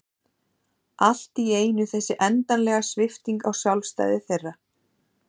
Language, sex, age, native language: Icelandic, female, 30-39, Icelandic